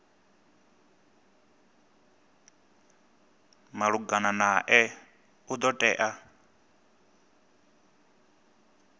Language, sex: Venda, male